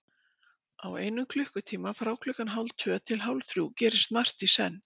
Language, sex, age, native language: Icelandic, female, 60-69, Icelandic